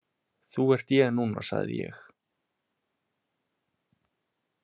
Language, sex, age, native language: Icelandic, male, 20-29, Icelandic